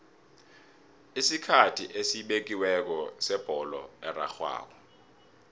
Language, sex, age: South Ndebele, male, 26